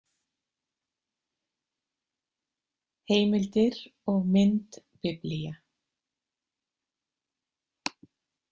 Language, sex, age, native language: Icelandic, female, 50-59, Icelandic